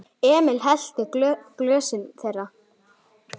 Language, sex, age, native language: Icelandic, female, 9, Icelandic